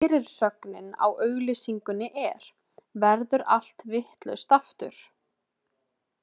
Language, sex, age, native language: Icelandic, female, 20-29, Icelandic